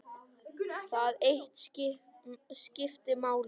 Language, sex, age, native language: Icelandic, male, 10, Icelandic